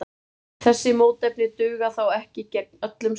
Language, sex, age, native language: Icelandic, male, 30-39, Icelandic